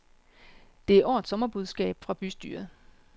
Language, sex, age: Danish, female, 36